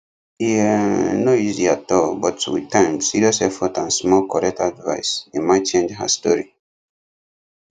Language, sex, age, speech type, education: Nigerian Pidgin, male, 15-29, spontaneous, tertiary